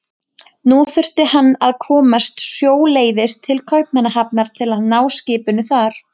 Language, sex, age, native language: Icelandic, female, 20-29, Icelandic